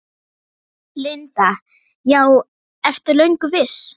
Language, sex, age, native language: Icelandic, female, 8, Icelandic